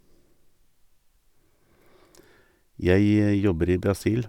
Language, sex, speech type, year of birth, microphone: Norwegian, male, spontaneous, 1958, Sennheiser